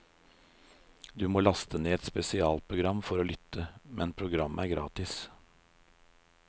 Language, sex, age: Norwegian, male, 56